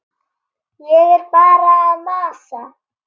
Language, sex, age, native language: Icelandic, female, 8, Icelandic